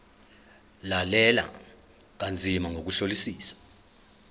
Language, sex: Zulu, male